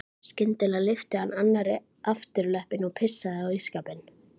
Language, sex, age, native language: Icelandic, female, 11, Icelandic